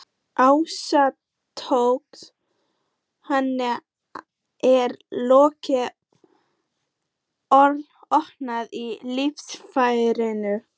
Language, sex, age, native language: Icelandic, female, 14, Icelandic